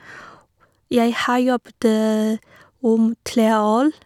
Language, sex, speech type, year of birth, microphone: Norwegian, female, spontaneous, 1986, Sennheiser